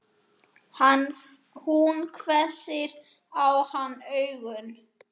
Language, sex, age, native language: Icelandic, male, 10, Icelandic